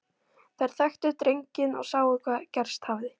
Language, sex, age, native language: Icelandic, female, 12, Icelandic